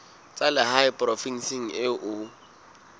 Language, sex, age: Southern Sotho, male, 22